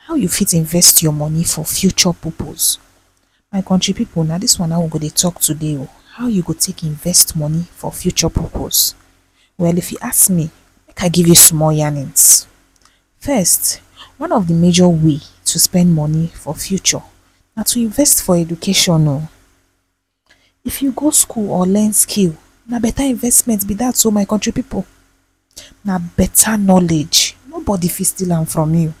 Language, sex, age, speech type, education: Nigerian Pidgin, female, 15-29, spontaneous, tertiary